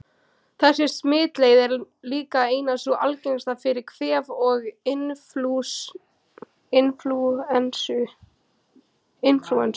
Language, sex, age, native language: Icelandic, female, 18-19, Icelandic